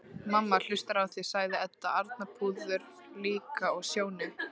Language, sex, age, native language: Icelandic, female, 13, Icelandic